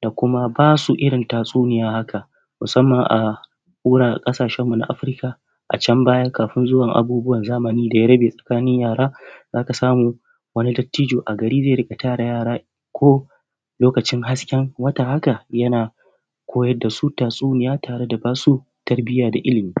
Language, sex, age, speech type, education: Hausa, male, 30-45, spontaneous, tertiary